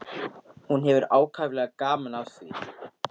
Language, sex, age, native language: Icelandic, male, 13, Icelandic